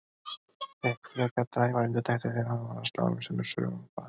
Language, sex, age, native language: Icelandic, male, 30-39, Icelandic